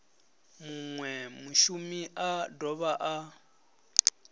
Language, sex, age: Venda, male, 34